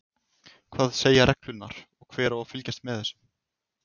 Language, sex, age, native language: Icelandic, male, 20-29, Icelandic